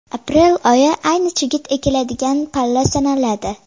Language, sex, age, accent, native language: Uzbek, female, 12-17, Farg'ona, Uzbek